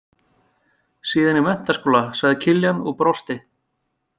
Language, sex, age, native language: Icelandic, male, 50-59, Icelandic